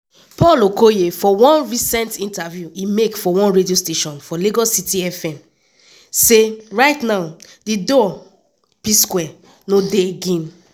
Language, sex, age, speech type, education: Nigerian Pidgin, female, 15-29, spontaneous, tertiary